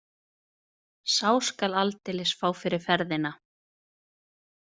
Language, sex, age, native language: Icelandic, female, 30-39, Icelandic